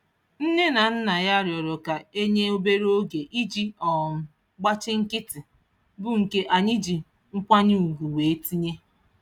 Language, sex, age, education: Igbo, female, 30-45, tertiary